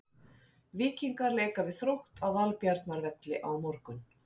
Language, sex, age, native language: Icelandic, female, 50-59, Icelandic